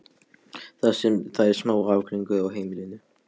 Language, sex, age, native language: Icelandic, male, 12, Polish